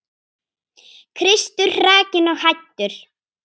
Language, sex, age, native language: Icelandic, female, 9, Icelandic